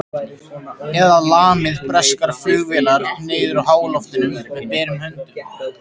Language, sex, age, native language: Icelandic, male, 13, Icelandic